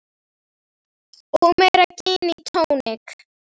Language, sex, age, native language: Icelandic, female, 10, Icelandic